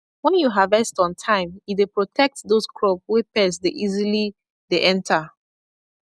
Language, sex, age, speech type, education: Nigerian Pidgin, female, 15-29, spontaneous, tertiary